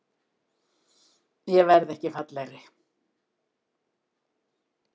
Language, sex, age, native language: Icelandic, female, 70-79, Icelandic